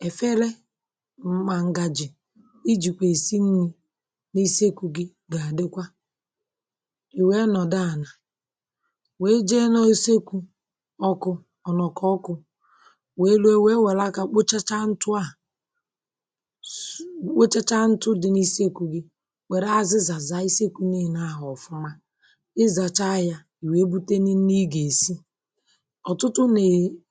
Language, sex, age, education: Igbo, female, 30-45, primary